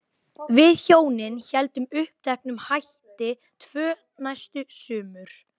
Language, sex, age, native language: Icelandic, female, 12, Icelandic